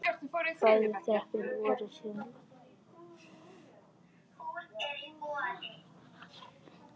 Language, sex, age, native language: Icelandic, male, 10, Icelandic